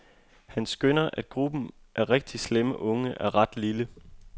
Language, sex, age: Danish, male, 25